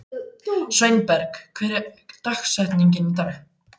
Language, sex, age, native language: Icelandic, male, 14, Icelandic